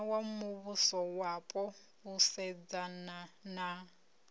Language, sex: Venda, female